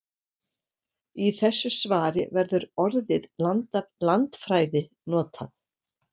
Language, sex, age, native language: Icelandic, female, 70-79, Icelandic